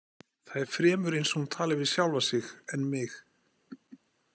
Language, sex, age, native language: Icelandic, male, 40-49, Icelandic